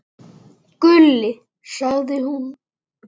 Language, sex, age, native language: Icelandic, male, 8, Icelandic